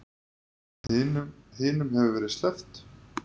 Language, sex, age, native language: Icelandic, male, 30-39, Icelandic